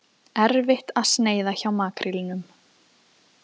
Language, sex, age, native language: Icelandic, female, 20-29, Icelandic